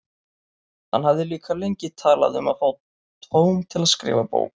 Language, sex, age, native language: Icelandic, male, 30-39, Icelandic